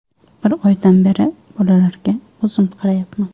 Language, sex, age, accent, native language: Uzbek, female, 25-34, Samarqand, Uzbek